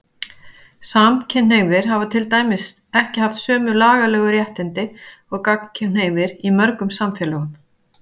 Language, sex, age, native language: Icelandic, female, 50-59, Icelandic